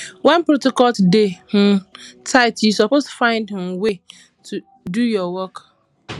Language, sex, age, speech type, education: Nigerian Pidgin, female, 15-29, spontaneous, tertiary